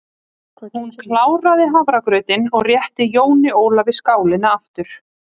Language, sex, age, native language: Icelandic, female, 30-39, Icelandic